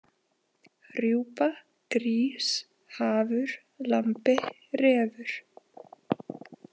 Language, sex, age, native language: Icelandic, female, 20-29, Icelandic